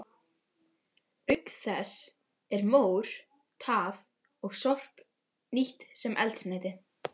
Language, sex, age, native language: Icelandic, female, 12, Icelandic